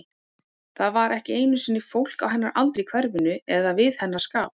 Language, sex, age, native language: Icelandic, female, 18-19, Icelandic